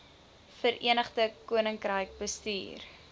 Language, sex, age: Afrikaans, female, 20